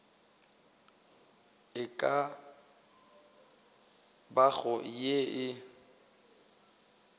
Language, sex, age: Northern Sotho, male, 18